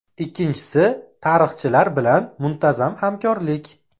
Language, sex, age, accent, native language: Uzbek, male, 25-34, Farg'ona, Uzbek